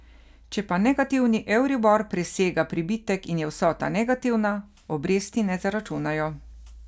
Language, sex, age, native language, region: Slovenian, female, 50-59, Slovenian, Carinthia region